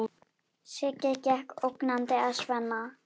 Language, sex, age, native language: Icelandic, female, 8, Icelandic